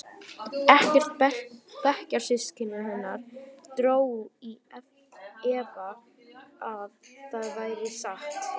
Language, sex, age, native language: Icelandic, female, 11, Icelandic